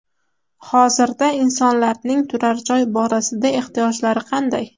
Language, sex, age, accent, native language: Uzbek, female, under 19, Toshkent shahri, Uzbek